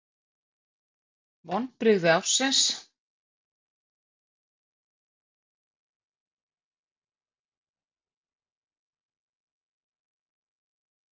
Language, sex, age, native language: Icelandic, female, 50-59, Icelandic